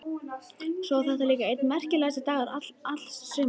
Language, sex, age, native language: Icelandic, female, 13, Icelandic